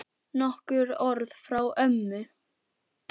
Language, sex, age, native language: Icelandic, female, 10, Icelandic